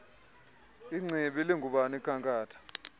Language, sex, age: Xhosa, male, 24